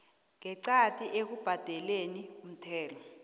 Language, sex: South Ndebele, female